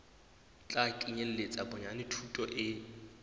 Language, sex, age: Southern Sotho, male, 20